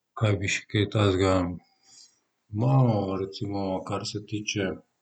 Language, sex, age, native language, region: Slovenian, male, 30-49, Slovenian, Southeast Slovenia